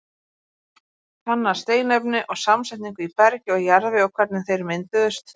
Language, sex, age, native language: Icelandic, female, 30-39, Icelandic